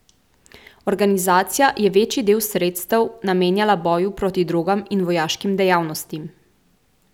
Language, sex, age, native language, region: Slovenian, female, 18-29, Slovenian, Central Slovenia